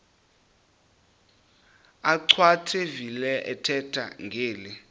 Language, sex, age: Xhosa, male, 26